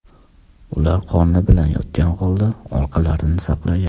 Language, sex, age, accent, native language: Uzbek, male, 19-29, Toshkent shahri, Uzbek